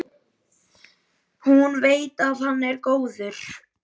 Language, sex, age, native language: Icelandic, male, 11, Icelandic